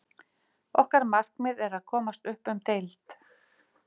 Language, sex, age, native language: Icelandic, female, 50-59, Icelandic